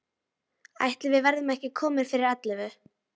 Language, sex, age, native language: Icelandic, female, 12, Icelandic